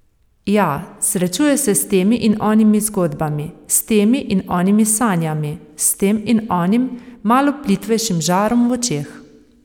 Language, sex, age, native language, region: Slovenian, female, 30-49, Slovenian, Savinja region